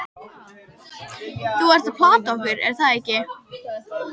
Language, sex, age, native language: Icelandic, female, 12, Icelandic